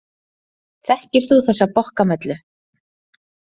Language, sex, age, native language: Icelandic, female, 30-39, Icelandic